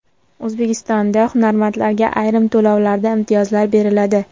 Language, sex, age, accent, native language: Uzbek, female, 18-24, Namangan, Uzbek